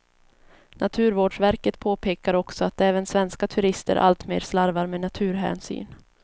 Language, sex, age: Swedish, female, 22